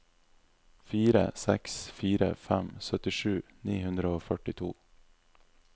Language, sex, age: Norwegian, male, 26